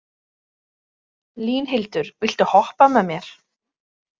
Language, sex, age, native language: Icelandic, female, 30-39, Icelandic